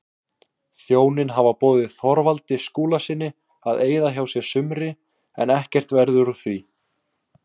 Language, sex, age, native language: Icelandic, male, 18-19, Icelandic